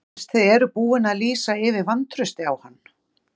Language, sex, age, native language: Icelandic, female, 40-49, Icelandic